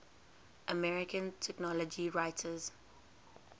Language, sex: English, female